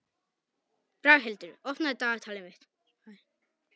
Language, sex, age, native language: Icelandic, male, 18-19, Polish